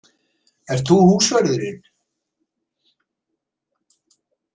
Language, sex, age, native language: Icelandic, male, 70-79, Icelandic